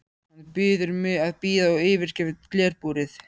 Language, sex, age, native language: Icelandic, male, 13, Icelandic